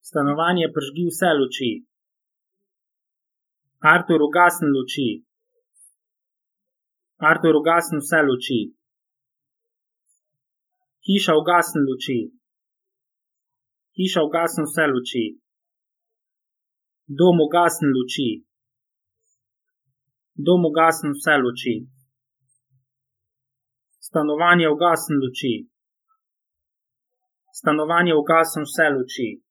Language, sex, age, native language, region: Slovenian, male, 30-49, Slovenian, Savinja region